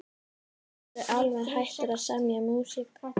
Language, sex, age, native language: Icelandic, female, 13, Icelandic